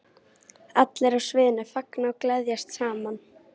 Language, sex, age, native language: Icelandic, female, 18-19, Icelandic